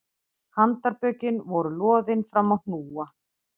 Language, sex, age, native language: Icelandic, female, 50-59, Icelandic